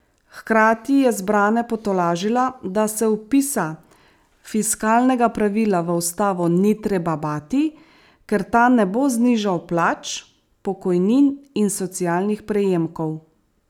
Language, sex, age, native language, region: Slovenian, female, 30-49, Slovenian, Savinja region